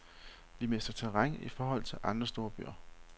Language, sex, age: Danish, male, 31